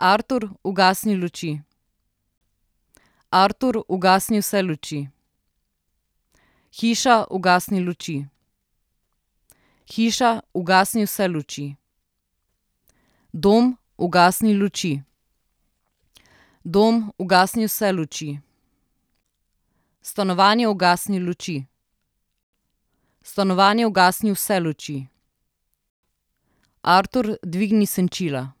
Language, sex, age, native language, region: Slovenian, female, 30-49, Slovenian, Southeast Slovenia